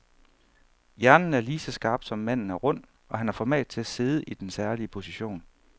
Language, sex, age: Danish, male, 31